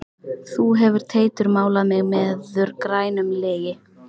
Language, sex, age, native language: Icelandic, female, 13, Icelandic